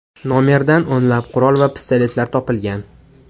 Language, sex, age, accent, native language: Uzbek, male, 18-24, Farg'ona, Uzbek